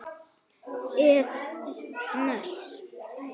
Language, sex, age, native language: Icelandic, male, 9, Icelandic